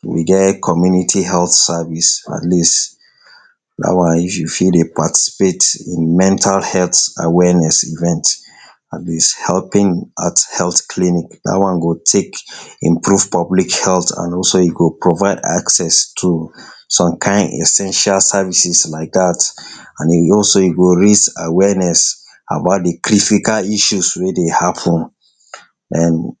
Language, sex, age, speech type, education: Nigerian Pidgin, male, 60+, spontaneous, tertiary